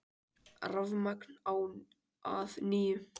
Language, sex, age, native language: Icelandic, male, 18-19, Icelandic